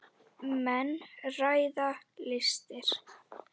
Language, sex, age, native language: Icelandic, female, 10, Icelandic